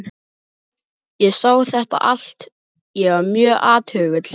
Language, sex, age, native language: Icelandic, male, 11, Icelandic